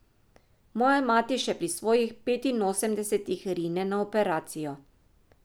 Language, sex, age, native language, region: Slovenian, female, 50-59, Slovenian, Drava region